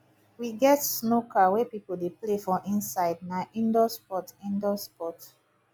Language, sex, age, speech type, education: Nigerian Pidgin, female, 30-45, spontaneous, tertiary